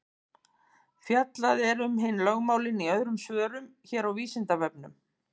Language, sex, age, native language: Icelandic, female, 50-59, Icelandic